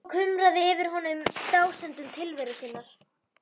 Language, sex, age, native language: Icelandic, female, 11, Icelandic